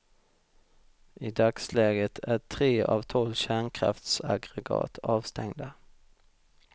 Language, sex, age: Swedish, male, 32